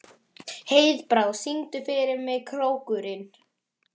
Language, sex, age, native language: Icelandic, male, 11, Icelandic